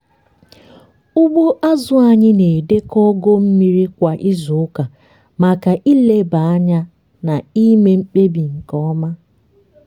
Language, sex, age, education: Igbo, female, 15-29, tertiary